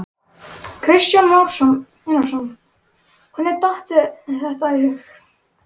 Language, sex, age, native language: Icelandic, male, 11, Icelandic